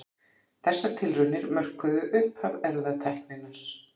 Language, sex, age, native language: Icelandic, female, 40-49, Icelandic